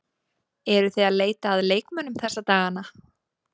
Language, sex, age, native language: Icelandic, female, 20-29, Icelandic